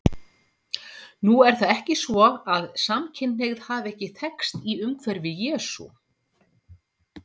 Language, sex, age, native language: Icelandic, female, 50-59, Icelandic